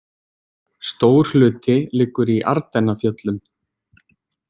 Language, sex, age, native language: Icelandic, male, 20-29, Icelandic